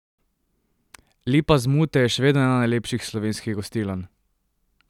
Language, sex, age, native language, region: Slovenian, male, 18-29, Slovenian, Drava region